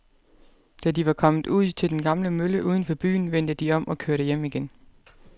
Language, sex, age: Danish, female, 32